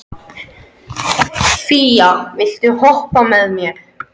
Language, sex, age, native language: Icelandic, other, 13, Icelandic